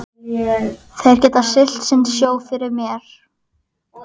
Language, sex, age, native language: Icelandic, female, 11, Icelandic